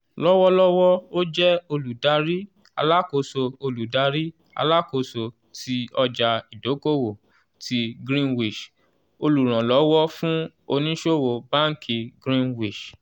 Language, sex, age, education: Yoruba, male, 15-29, tertiary